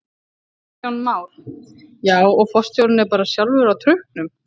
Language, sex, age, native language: Icelandic, female, 30-39, Icelandic